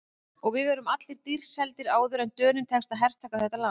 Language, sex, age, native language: Icelandic, female, 30-39, Icelandic